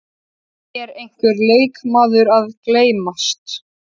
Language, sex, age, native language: Icelandic, male, 13, Icelandic